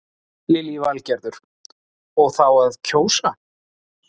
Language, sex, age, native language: Icelandic, male, 40-49, Icelandic